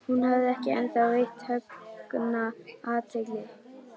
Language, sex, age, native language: Icelandic, female, 11, Icelandic